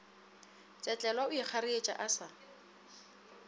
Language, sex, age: Northern Sotho, female, 27